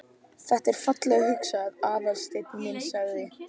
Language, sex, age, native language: Icelandic, male, 11, Icelandic